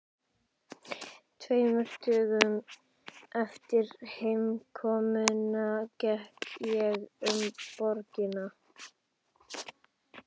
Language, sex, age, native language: Icelandic, male, 12, Icelandic